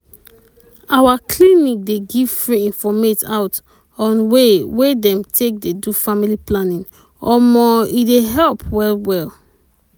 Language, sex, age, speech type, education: Nigerian Pidgin, female, 30-45, spontaneous, tertiary